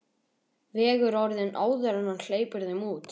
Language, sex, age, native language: Icelandic, male, 11, Icelandic